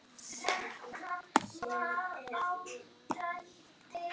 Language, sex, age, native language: Icelandic, male, 6, Icelandic